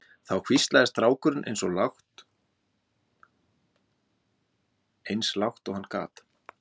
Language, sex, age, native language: Icelandic, male, 40-49, Icelandic